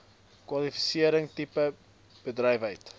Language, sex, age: Afrikaans, male, 20